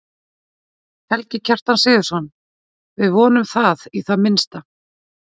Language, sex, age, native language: Icelandic, female, 40-49, Icelandic